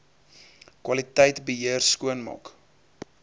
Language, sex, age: Afrikaans, male, 23